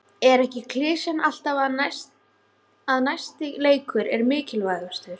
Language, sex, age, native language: Icelandic, female, 16, Icelandic